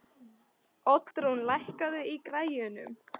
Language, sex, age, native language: Icelandic, female, 13, Icelandic